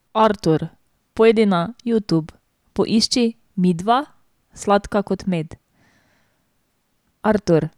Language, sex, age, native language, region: Slovenian, female, 18-29, Slovenian, Drava region